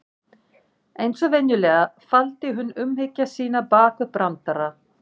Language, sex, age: Icelandic, female, 40-49